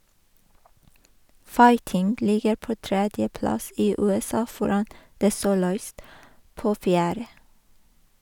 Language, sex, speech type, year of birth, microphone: Norwegian, female, read, 1985, Sennheiser